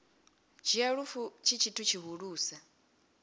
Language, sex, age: Venda, female, 28